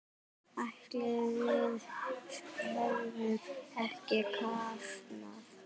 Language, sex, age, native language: Icelandic, female, 9, Icelandic